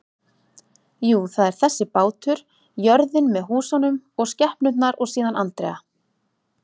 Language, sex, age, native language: Icelandic, female, 30-39, Icelandic